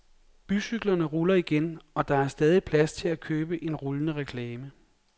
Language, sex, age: Danish, male, 42